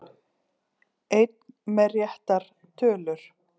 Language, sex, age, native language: Icelandic, female, 40-49, Icelandic